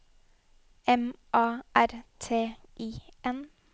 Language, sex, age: Norwegian, female, 21